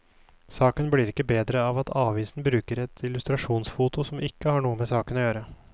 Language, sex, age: Norwegian, male, 29